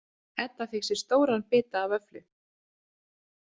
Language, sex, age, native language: Icelandic, female, 30-39, Icelandic